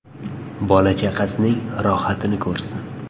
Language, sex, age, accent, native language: Uzbek, male, 18-24, Farg'ona, Uzbek